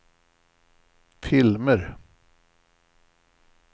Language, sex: Swedish, male